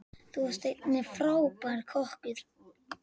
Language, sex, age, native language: Icelandic, male, 10, Icelandic